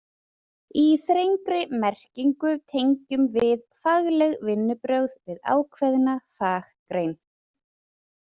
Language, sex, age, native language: Icelandic, female, 40-49, Icelandic